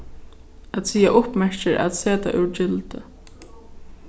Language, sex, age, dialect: Faroese, female, 15-35, Suðurstreymoy